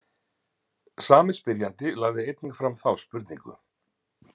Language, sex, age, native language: Icelandic, male, 50-59, Icelandic